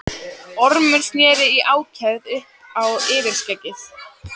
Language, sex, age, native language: Icelandic, female, 14, Icelandic